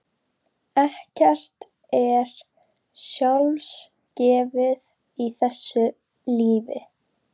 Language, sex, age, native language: Icelandic, female, 12, Icelandic